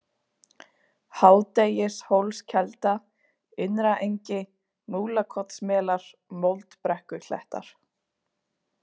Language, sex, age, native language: Icelandic, female, 20-29, Icelandic